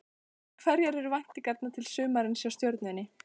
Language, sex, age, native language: Icelandic, female, 14, Icelandic